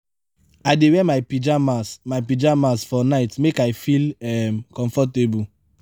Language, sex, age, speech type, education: Nigerian Pidgin, male, 15-29, spontaneous, tertiary